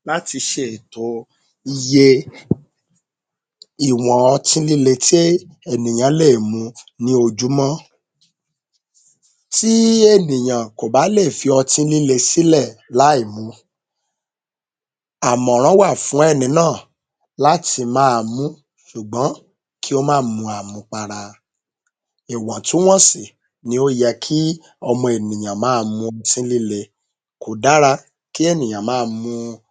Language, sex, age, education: Yoruba, male, 30-45, tertiary